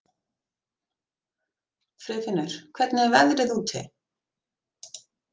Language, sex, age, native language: Icelandic, female, 50-59, Icelandic